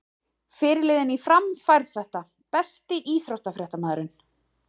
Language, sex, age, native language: Icelandic, female, 30-39, Icelandic